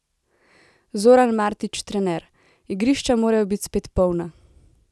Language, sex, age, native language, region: Slovenian, female, 18-29, Slovenian, Central Slovenia